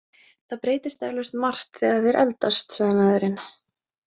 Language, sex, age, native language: Icelandic, female, 20-29, Icelandic